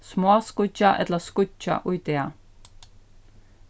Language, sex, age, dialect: Faroese, female, 36-60, Suðurstreymoy